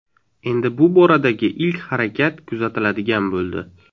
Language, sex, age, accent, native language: Uzbek, male, 18-24, Navoiy, Uzbek